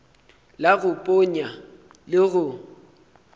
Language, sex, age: Northern Sotho, male, 23